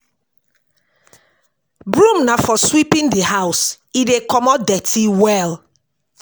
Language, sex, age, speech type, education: Nigerian Pidgin, female, 46-60, spontaneous, tertiary